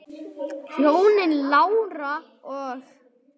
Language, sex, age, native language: Icelandic, male, 9, Icelandic